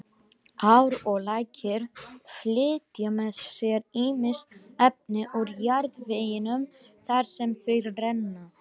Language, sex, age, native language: Icelandic, other, 18-19, Icelandic